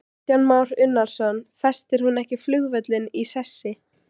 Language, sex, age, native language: Icelandic, female, 16, Icelandic